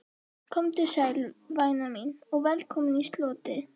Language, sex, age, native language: Icelandic, female, 11, Icelandic